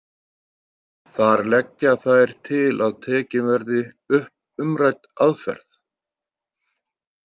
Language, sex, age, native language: Icelandic, male, 30-39, Icelandic